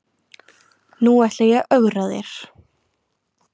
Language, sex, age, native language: Icelandic, female, 20-29, Icelandic